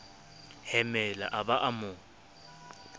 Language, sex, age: Southern Sotho, male, 24